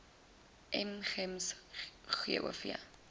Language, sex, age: Afrikaans, female, 20